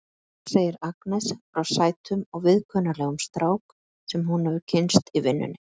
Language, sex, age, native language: Icelandic, female, 50-59, Icelandic